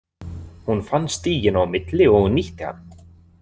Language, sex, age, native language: Icelandic, male, 20-29, Icelandic